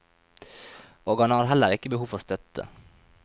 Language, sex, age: Norwegian, male, 23